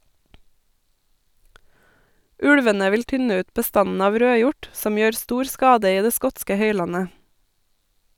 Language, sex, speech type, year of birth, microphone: Norwegian, female, read, 1988, Sennheiser